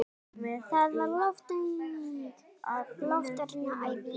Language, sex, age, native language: Icelandic, female, 18-19, Icelandic